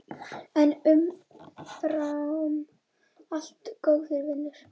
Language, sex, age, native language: Icelandic, female, 8, Icelandic